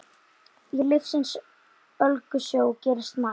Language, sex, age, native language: Icelandic, male, 10, Icelandic